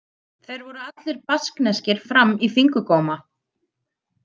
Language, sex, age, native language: Icelandic, female, 30-39, Icelandic